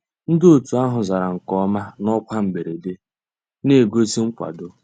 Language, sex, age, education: Igbo, male, 15-29, tertiary